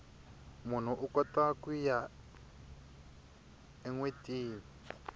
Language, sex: Tsonga, male